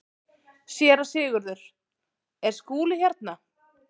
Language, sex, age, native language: Icelandic, female, 30-39, Icelandic